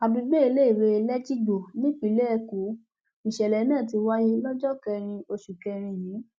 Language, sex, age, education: Yoruba, female, 15-29, tertiary